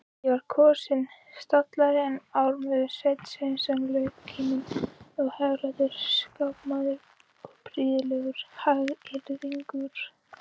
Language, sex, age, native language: Icelandic, female, 16, Icelandic